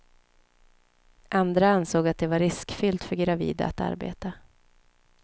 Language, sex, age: Swedish, female, 29